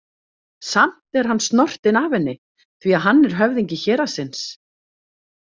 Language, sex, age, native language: Icelandic, female, 40-49, Icelandic